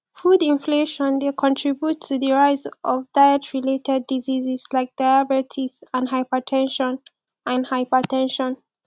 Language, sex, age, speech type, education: Nigerian Pidgin, female, 15-29, spontaneous, tertiary